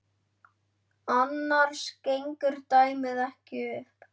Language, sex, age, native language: Icelandic, male, 9, Icelandic